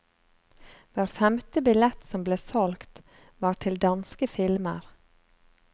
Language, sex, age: Norwegian, female, 35